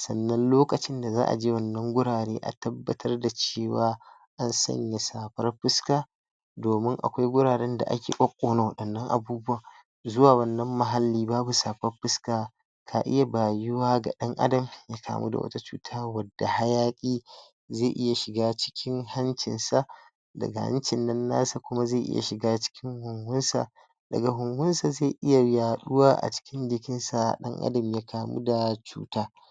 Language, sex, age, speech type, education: Hausa, male, 60+, spontaneous, tertiary